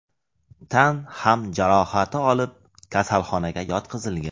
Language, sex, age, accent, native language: Uzbek, male, 35+, Jizzax, Uzbek